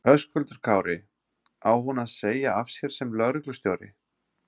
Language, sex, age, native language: Icelandic, male, 30-39, Icelandic